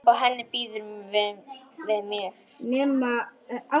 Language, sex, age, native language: Icelandic, female, 10, Icelandic